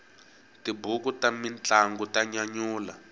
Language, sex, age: Tsonga, male, 18